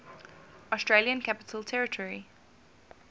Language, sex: English, female